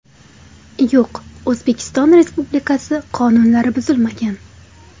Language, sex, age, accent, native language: Uzbek, female, 18-24, Toshkent viloyati, Uzbek